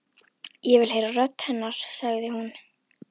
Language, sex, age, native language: Icelandic, female, 11, Icelandic